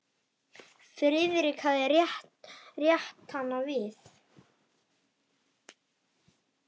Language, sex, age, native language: Icelandic, male, 9, Icelandic